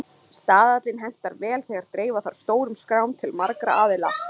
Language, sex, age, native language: Icelandic, female, 20-29, Icelandic